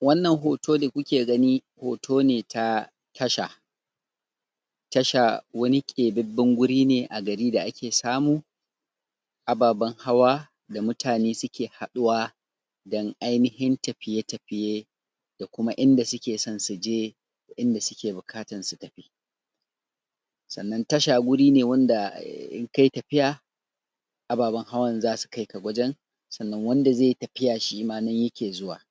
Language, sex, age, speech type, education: Hausa, male, 30-45, spontaneous, tertiary